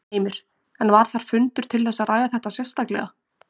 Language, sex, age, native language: Icelandic, female, 20-29, Icelandic